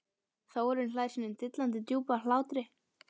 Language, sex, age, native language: Icelandic, female, 12, Icelandic